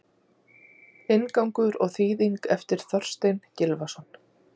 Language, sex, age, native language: Icelandic, female, 40-49, Icelandic